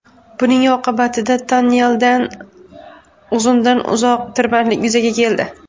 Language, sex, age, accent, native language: Uzbek, female, 19-29, Farg'ona, Uzbek